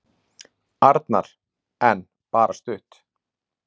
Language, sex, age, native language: Icelandic, male, 40-49, Icelandic